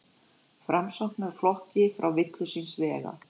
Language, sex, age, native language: Icelandic, female, 40-49, Icelandic